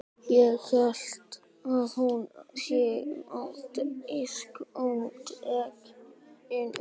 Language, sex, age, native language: Icelandic, male, 12, Icelandic